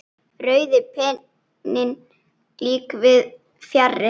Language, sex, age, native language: Icelandic, female, 9, Icelandic